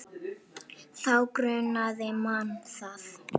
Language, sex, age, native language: Icelandic, female, 8, Icelandic